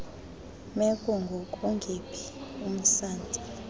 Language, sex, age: Xhosa, female, 26